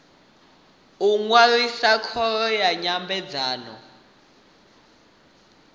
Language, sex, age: Venda, male, 18